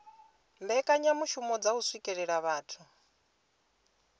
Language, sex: Venda, female